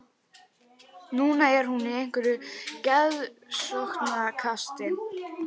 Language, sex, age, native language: Icelandic, female, 11, Icelandic